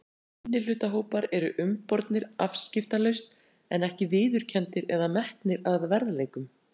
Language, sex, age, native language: Icelandic, female, 40-49, Icelandic